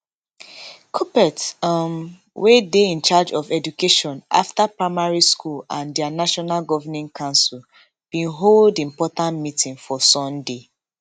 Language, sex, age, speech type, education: Nigerian Pidgin, female, 15-29, spontaneous, tertiary